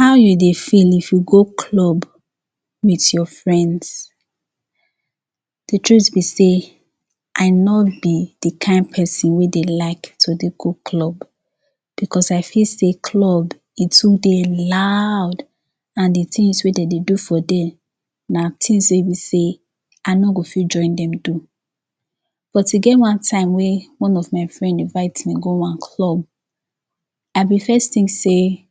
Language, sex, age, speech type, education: Nigerian Pidgin, female, 15-29, spontaneous, tertiary